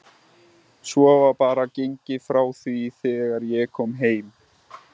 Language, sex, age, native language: Icelandic, male, 20-29, Icelandic